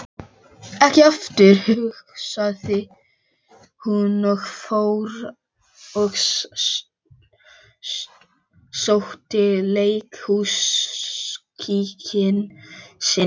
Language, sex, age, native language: Icelandic, male, 12, Icelandic